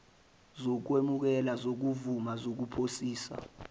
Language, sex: Zulu, male